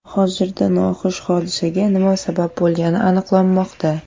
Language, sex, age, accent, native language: Uzbek, female, 18-24, Surxondaryo, Uzbek